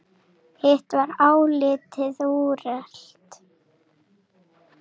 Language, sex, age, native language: Icelandic, female, 7, Icelandic